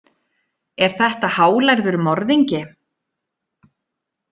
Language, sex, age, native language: Icelandic, female, 30-39, Icelandic